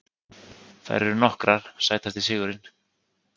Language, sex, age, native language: Icelandic, male, 30-39, Icelandic